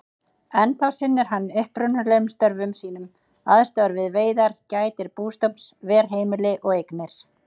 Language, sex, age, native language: Icelandic, female, 30-39, Icelandic